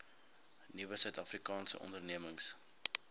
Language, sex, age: Afrikaans, male, 19